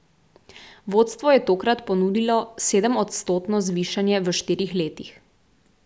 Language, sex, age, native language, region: Slovenian, female, 18-29, Slovenian, Central Slovenia